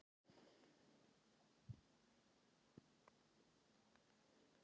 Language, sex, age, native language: Icelandic, female, 30-39, Icelandic